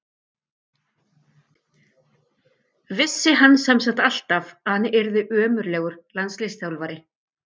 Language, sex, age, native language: Icelandic, female, 50-59, Icelandic